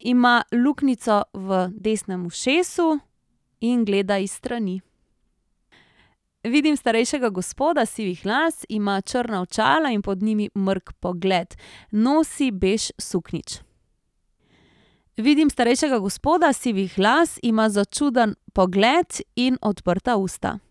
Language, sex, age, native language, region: Slovenian, female, 30-49, Slovenian, Central Slovenia